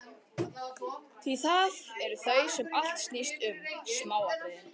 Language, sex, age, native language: Icelandic, female, 12, Icelandic